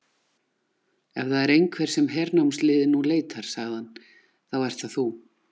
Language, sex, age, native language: Icelandic, female, 40-49, Icelandic